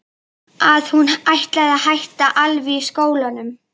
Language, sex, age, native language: Icelandic, female, 11, Icelandic